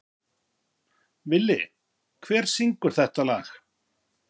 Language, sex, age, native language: Icelandic, male, 50-59, Icelandic